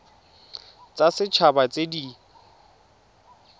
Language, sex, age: Tswana, male, 22